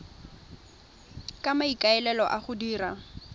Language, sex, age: Tswana, female, 21